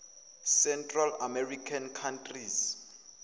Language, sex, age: Zulu, male, 21